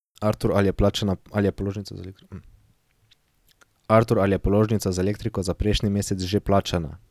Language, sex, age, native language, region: Slovenian, male, 18-29, Slovenian, Drava region